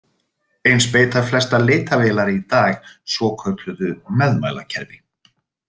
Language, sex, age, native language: Icelandic, male, 30-39, Icelandic